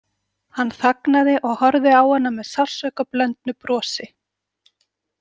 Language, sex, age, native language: Icelandic, female, 40-49, Icelandic